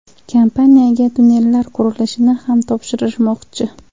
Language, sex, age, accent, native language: Uzbek, female, 18-24, Andijon, Uzbek